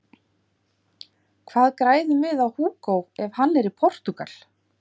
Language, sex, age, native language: Icelandic, female, 50-59, Icelandic